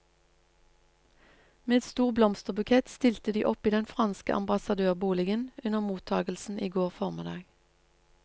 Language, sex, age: Norwegian, female, 47